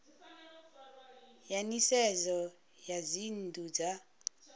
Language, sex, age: Venda, female, 39